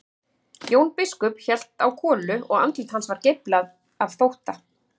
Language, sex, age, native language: Icelandic, female, 40-49, Icelandic